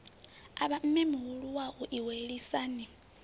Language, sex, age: Venda, female, 20